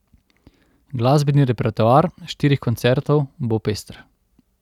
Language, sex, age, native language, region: Slovenian, male, 30-49, Slovenian, Central Slovenia